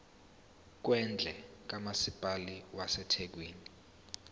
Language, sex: Zulu, male